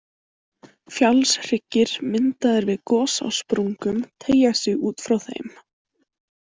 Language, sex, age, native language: Icelandic, female, 18-19, Icelandic